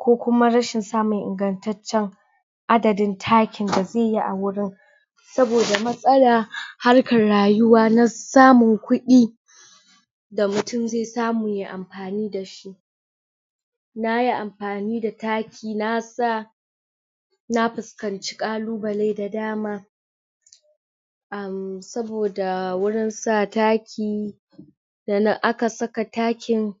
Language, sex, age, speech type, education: Hausa, female, 60+, spontaneous, tertiary